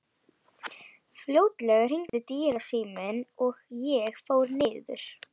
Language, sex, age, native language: Icelandic, female, 11, Icelandic